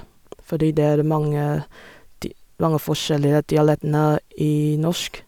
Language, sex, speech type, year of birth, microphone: Norwegian, female, spontaneous, 1987, Sennheiser